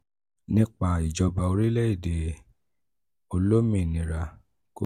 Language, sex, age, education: Yoruba, male, 46-60, tertiary